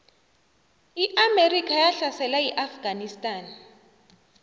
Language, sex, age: South Ndebele, female, 29